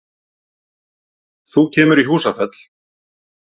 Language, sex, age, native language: Icelandic, male, 40-49, Icelandic